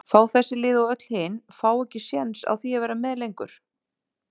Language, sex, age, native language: Icelandic, female, 30-39, Icelandic